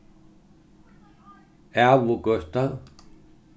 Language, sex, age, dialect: Faroese, male, 61+, Norðurstreymoy/Eysturoy